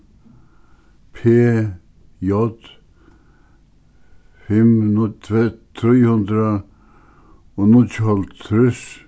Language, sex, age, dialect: Faroese, male, 61+, Suðuroy